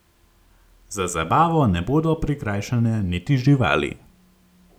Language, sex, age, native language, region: Slovenian, male, 18-29, Slovenian, Gorenjska region